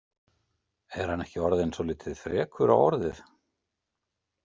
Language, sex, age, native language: Icelandic, male, 50-59, Icelandic